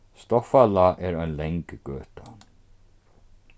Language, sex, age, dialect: Faroese, male, 36-60, Norðurstreymoy/Eysturoy